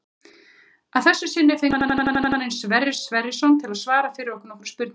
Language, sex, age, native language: Icelandic, female, 30-39, Icelandic